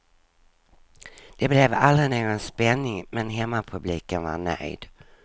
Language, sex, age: Swedish, female, 59